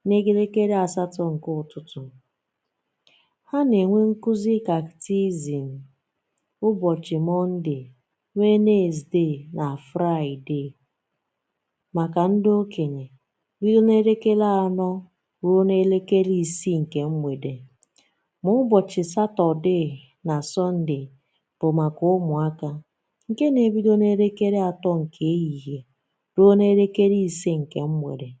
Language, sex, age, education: Igbo, female, 15-29, tertiary